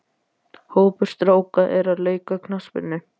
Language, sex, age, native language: Icelandic, male, 12, Icelandic